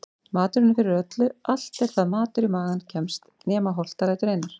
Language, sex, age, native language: Icelandic, female, 40-49, Icelandic